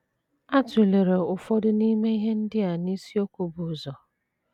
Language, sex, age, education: Igbo, female, 30-45, tertiary